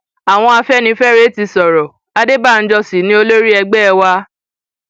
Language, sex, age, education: Yoruba, female, 15-29, tertiary